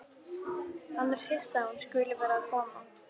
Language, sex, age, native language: Icelandic, female, 11, Icelandic